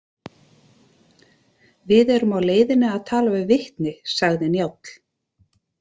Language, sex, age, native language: Icelandic, female, 30-39, Icelandic